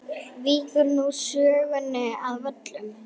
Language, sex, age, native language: Icelandic, female, 9, Icelandic